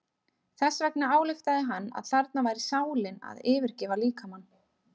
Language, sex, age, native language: Icelandic, female, 30-39, Icelandic